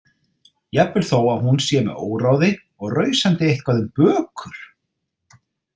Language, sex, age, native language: Icelandic, male, 30-39, Icelandic